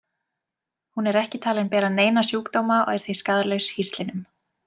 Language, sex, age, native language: Icelandic, female, 20-29, Icelandic